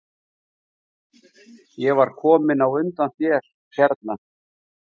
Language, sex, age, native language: Icelandic, male, 50-59, Icelandic